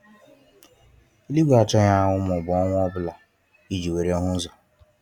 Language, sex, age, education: Igbo, male, 15-29, tertiary